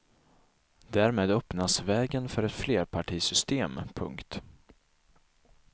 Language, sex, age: Swedish, male, 24